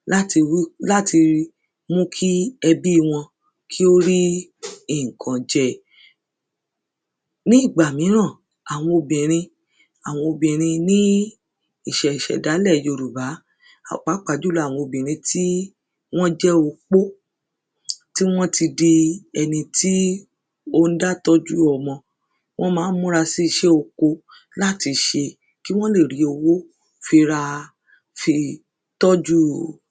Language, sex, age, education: Yoruba, female, 30-45, secondary